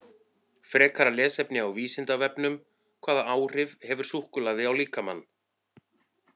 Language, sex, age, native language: Icelandic, male, 40-49, Icelandic